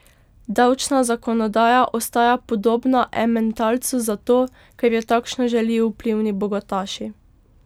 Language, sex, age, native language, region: Slovenian, female, 12-17, Slovenian, Pomurje region